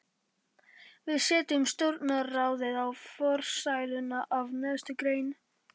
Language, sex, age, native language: Icelandic, male, 11, Polish